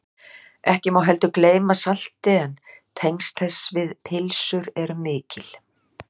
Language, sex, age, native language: Icelandic, female, 60-69, Icelandic